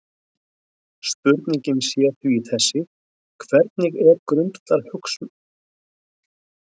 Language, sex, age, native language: Icelandic, male, 60-69, Icelandic